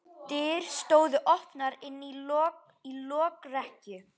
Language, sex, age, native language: Icelandic, male, 11, Icelandic